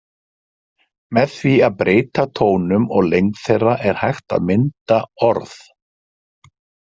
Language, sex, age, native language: Icelandic, male, 50-59, Icelandic